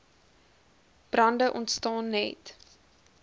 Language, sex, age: Afrikaans, female, 20